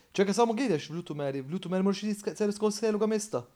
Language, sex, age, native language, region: Slovenian, male, 30-49, Slovenian, Pomurje region